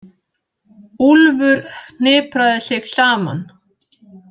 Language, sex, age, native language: Icelandic, female, 50-59, Icelandic